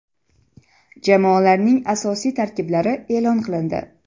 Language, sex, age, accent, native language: Uzbek, female, 12-17, Jizzax, Uzbek